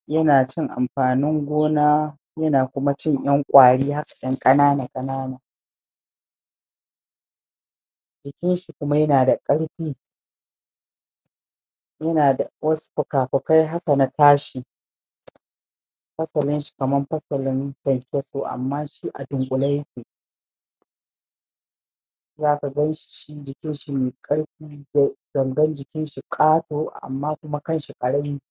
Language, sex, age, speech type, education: Hausa, female, 60+, spontaneous, secondary